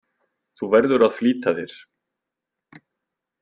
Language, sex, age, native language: Icelandic, male, 20-29, Icelandic